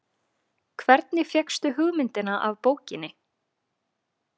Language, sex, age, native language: Icelandic, female, 20-29, Icelandic